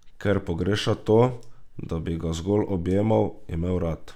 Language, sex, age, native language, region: Slovenian, male, 18-29, Slovenian, Drava region